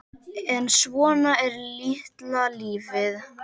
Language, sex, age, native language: Icelandic, male, 10, Icelandic